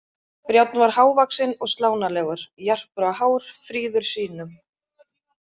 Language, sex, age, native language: Icelandic, female, 30-39, Icelandic